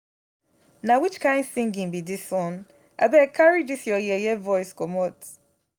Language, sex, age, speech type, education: Nigerian Pidgin, female, 15-29, spontaneous, tertiary